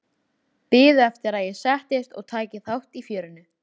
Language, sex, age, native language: Icelandic, female, 13, Icelandic